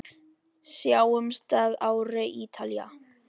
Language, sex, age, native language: Icelandic, male, 10, Filipino